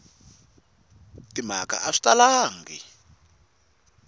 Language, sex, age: Tsonga, male, 22